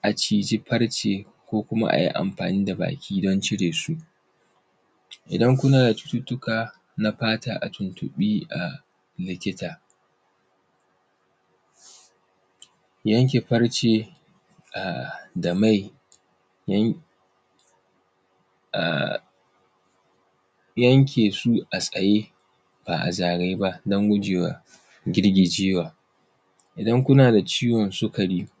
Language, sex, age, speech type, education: Hausa, male, 15-29, spontaneous, tertiary